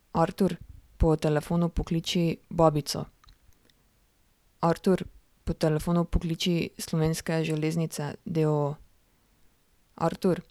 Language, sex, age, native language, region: Slovenian, female, 18-29, Slovenian, Drava region